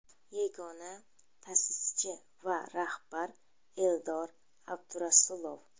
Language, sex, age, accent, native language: Uzbek, female, 25-34, Surxondaryo, Uzbek